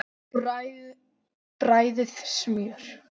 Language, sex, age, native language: Icelandic, female, 10, English